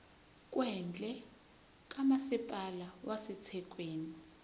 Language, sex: Zulu, female